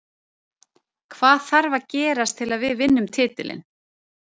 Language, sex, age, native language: Icelandic, female, 30-39, Icelandic